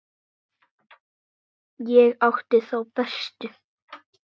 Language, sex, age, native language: Icelandic, male, 9, Icelandic